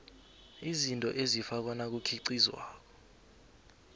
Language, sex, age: South Ndebele, male, 20